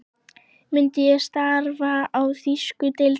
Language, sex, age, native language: Icelandic, female, 11, Icelandic